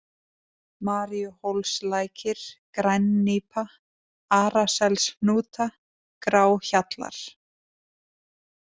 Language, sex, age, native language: Icelandic, female, 20-29, Icelandic